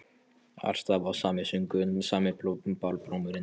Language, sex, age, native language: Icelandic, male, 13, Polish